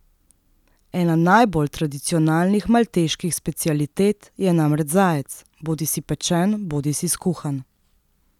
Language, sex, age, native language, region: Slovenian, female, 30-49, Slovenian, Central Slovenia